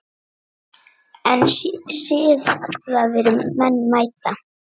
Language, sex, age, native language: Icelandic, female, 9, Icelandic